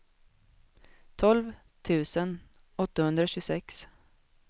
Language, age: Swedish, 21